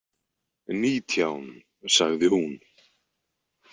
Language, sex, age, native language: Icelandic, male, 20-29, Icelandic